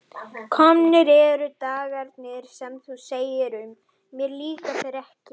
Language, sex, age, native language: Icelandic, female, 18-19, Icelandic